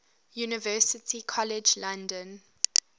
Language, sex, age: English, female, 23